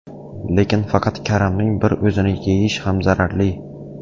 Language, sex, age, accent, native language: Uzbek, male, 18-24, Navoiy, Uzbek